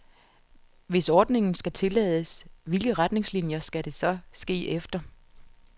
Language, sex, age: Danish, female, 47